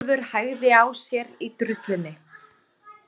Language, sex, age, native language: Icelandic, female, 30-39, Icelandic